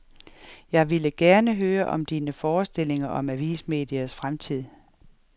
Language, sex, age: Danish, female, 47